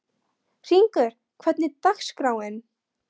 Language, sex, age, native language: Icelandic, female, 13, Polish